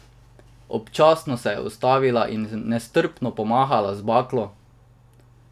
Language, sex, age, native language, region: Slovenian, male, 18-29, Slovenian, Drava region